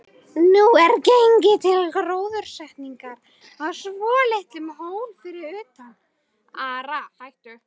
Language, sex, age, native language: Icelandic, female, 12, Icelandic